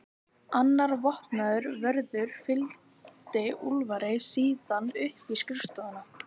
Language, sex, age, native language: Icelandic, female, 12, Icelandic